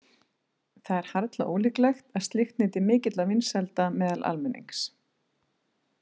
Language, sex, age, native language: Icelandic, female, 40-49, Icelandic